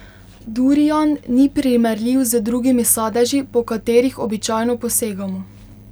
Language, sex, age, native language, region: Slovenian, female, 18-29, Slovenian, Pomurje region